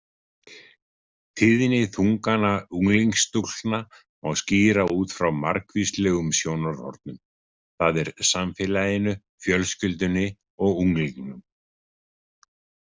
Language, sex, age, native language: Icelandic, male, 50-59, Icelandic